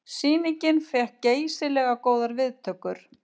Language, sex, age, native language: Icelandic, female, 50-59, Icelandic